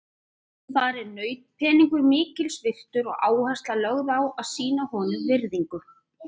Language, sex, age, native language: Icelandic, female, 30-39, Icelandic